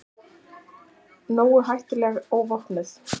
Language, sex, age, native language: Icelandic, female, 40-49, Icelandic